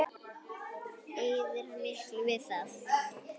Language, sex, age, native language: Icelandic, female, 10, Icelandic